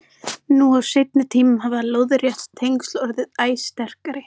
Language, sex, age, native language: Icelandic, male, 14, Icelandic